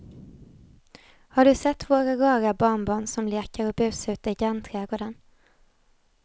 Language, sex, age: Swedish, female, 20